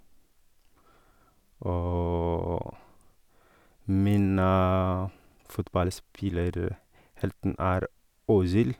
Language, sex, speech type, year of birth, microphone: Norwegian, male, spontaneous, 1983, Sennheiser